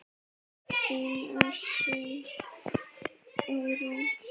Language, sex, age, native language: Icelandic, female, 9, Icelandic